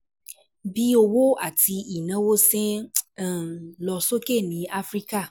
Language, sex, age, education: Yoruba, female, 15-29, tertiary